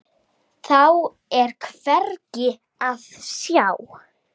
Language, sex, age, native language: Icelandic, female, 9, Icelandic